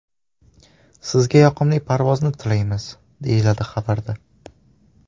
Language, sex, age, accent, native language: Uzbek, male, 12-17, Toshkent shahri, Uzbek